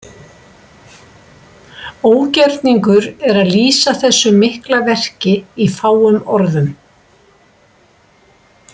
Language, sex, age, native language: Icelandic, female, 60-69, Icelandic